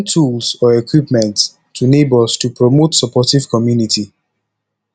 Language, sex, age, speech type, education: Nigerian Pidgin, male, 15-29, spontaneous, tertiary